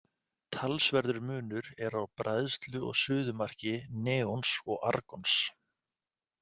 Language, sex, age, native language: Icelandic, male, 40-49, Icelandic